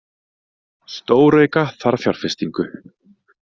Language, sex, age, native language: Icelandic, male, 30-39, Icelandic